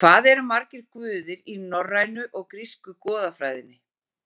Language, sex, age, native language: Icelandic, female, 40-49, Icelandic